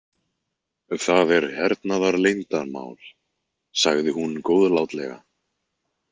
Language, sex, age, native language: Icelandic, male, 20-29, Icelandic